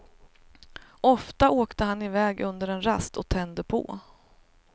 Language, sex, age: Swedish, female, 38